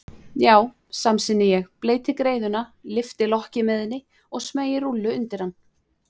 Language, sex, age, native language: Icelandic, female, 20-29, Icelandic